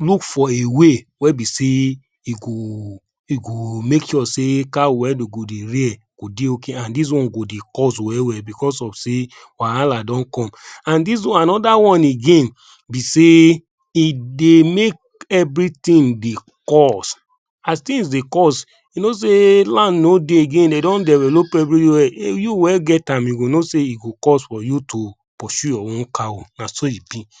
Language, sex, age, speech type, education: Nigerian Pidgin, male, 30-45, spontaneous, tertiary